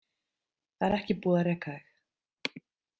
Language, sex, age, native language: Icelandic, female, 30-39, Icelandic